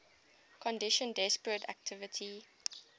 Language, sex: English, female